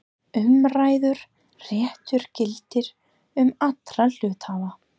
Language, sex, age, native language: Icelandic, female, 30-39, English